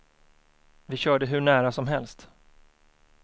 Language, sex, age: Swedish, male, 24